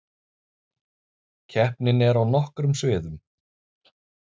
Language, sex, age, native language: Icelandic, male, 30-39, Icelandic